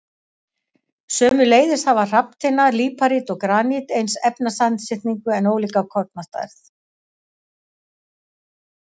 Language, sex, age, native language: Icelandic, female, 60-69, Icelandic